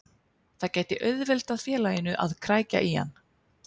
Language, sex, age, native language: Icelandic, female, 30-39, Icelandic